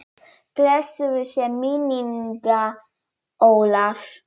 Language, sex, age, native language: Icelandic, female, 9, Polish